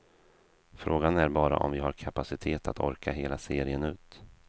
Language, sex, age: Swedish, male, 32